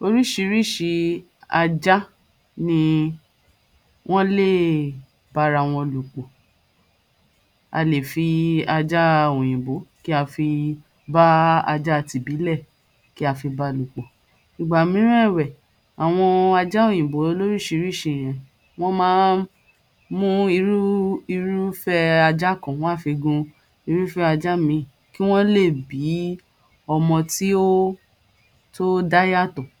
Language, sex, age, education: Yoruba, female, 30-45, tertiary